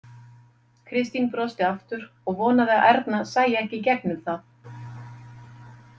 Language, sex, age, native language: Icelandic, female, 50-59, Icelandic